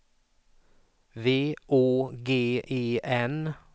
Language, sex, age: Swedish, male, 44